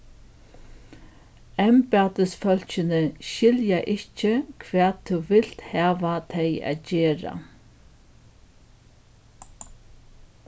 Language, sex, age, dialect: Faroese, female, 61+, Norðuroyggjar